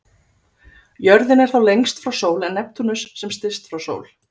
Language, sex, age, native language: Icelandic, female, 30-39, Icelandic